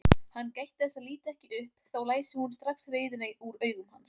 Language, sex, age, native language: Icelandic, female, 18-19, Icelandic